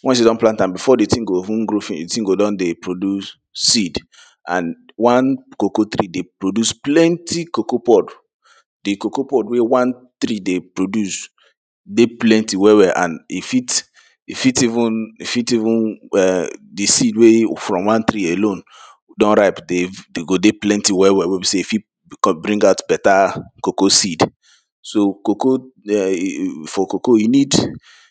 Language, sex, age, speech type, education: Nigerian Pidgin, male, 30-45, spontaneous, secondary